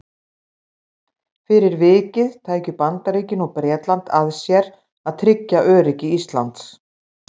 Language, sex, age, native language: Icelandic, female, 60-69, Icelandic